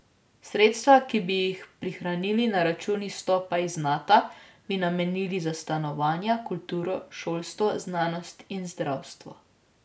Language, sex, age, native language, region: Slovenian, female, 18-29, Slovenian, Drava region